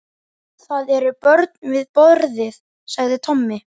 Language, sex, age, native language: Icelandic, male, 11, Icelandic